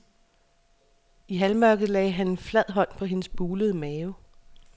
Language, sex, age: Danish, female, 36